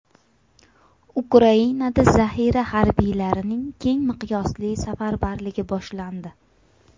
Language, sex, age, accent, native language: Uzbek, female, 25-34, Farg'ona, Uzbek